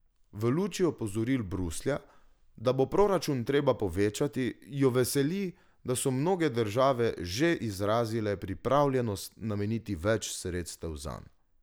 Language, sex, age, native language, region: Slovenian, male, 18-29, Slovenian, Drava region